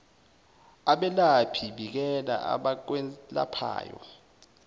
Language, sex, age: Zulu, male, 19